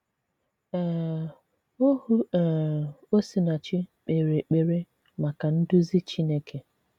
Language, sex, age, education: Igbo, female, 30-45, tertiary